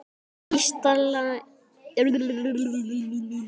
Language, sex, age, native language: Icelandic, male, 10, Icelandic